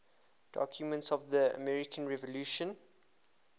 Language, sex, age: English, male, 24